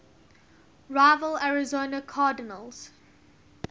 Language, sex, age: English, female, 19